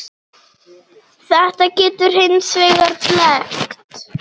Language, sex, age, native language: Icelandic, female, 8, Icelandic